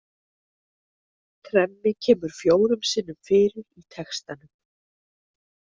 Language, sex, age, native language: Icelandic, female, 60-69, Icelandic